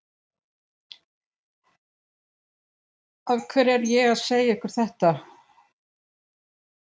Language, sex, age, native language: Icelandic, female, 70-79, Icelandic